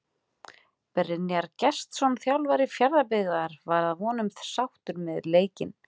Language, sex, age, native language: Icelandic, female, 40-49, Icelandic